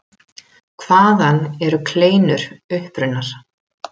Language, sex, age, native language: Icelandic, female, 30-39, Icelandic